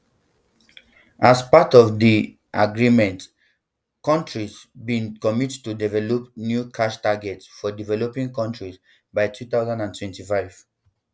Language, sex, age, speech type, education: Nigerian Pidgin, male, 15-29, spontaneous, tertiary